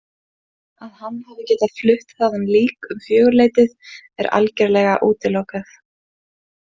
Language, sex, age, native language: Icelandic, female, 20-29, Icelandic